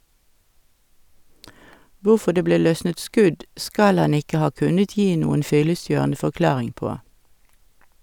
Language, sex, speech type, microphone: Norwegian, female, read, Sennheiser